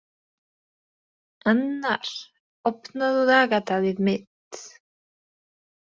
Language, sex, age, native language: Icelandic, female, 20-29, Polish